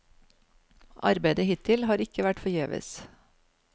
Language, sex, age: Norwegian, female, 49